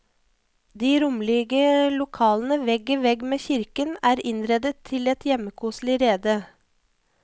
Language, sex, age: Norwegian, female, 34